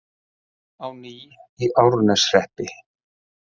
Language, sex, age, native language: Icelandic, male, 40-49, Icelandic